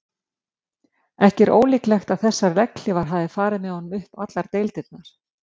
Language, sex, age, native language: Icelandic, female, 50-59, Icelandic